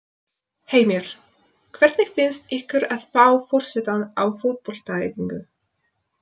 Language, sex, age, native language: Icelandic, female, 20-29, Polish